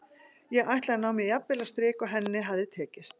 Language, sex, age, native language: Icelandic, female, 40-49, Icelandic